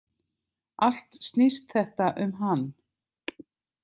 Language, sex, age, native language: Icelandic, other, 50-59, Icelandic